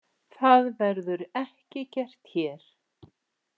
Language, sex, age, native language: Icelandic, female, 60-69, Icelandic